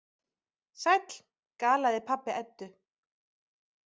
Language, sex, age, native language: Icelandic, female, 30-39, Icelandic